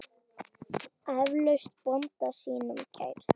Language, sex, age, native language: Icelandic, female, 10, Icelandic